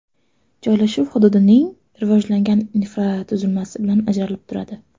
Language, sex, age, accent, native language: Uzbek, female, 12-17, Toshkent shahri, Uzbek